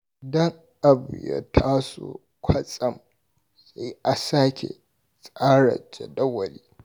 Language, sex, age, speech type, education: Hausa, male, 46-60, read, tertiary